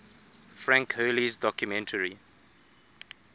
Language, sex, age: English, male, 24